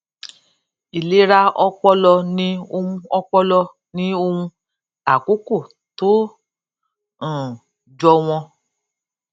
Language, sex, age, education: Yoruba, female, 46-60, tertiary